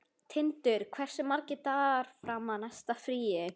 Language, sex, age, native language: Icelandic, female, 11, Icelandic